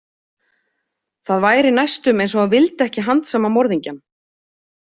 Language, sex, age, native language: Icelandic, female, 30-39, Icelandic